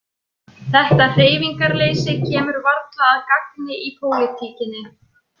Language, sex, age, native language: Icelandic, female, 20-29, Icelandic